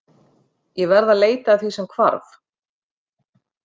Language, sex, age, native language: Icelandic, female, 50-59, Icelandic